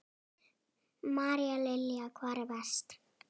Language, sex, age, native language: Icelandic, female, 8, Icelandic